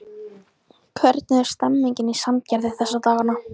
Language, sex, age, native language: Icelandic, female, 14, Icelandic